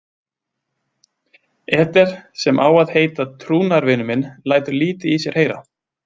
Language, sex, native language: Icelandic, male, Icelandic